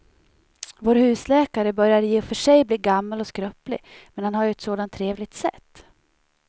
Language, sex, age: Swedish, female, 37